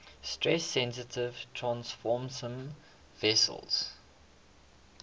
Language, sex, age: English, male, 21